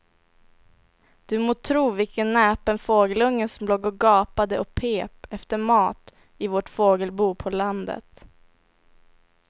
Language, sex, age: Swedish, female, 18